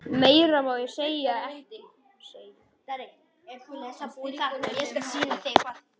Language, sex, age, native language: Icelandic, male, 10, Icelandic